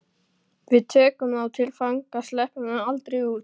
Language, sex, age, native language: Icelandic, male, 12, Icelandic